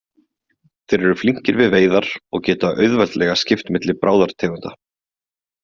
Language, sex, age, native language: Icelandic, male, 20-29, Icelandic